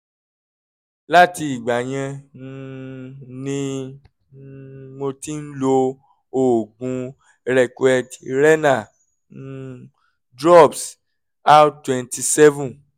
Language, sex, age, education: Yoruba, male, 30-45, tertiary